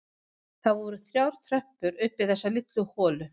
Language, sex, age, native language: Icelandic, female, 50-59, Swedish